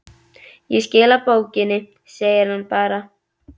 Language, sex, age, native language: Icelandic, female, 11, Icelandic